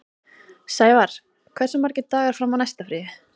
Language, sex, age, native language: Icelandic, female, 30-39, Icelandic